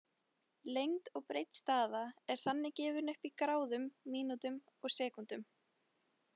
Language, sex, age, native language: Icelandic, female, 20-29, Icelandic